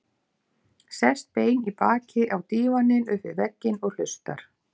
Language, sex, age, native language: Icelandic, female, 50-59, Icelandic